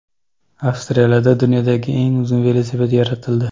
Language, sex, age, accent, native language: Uzbek, male, 25-34, Toshkent viloyati, Kazakh